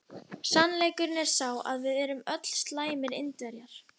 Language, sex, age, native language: Icelandic, female, 11, Icelandic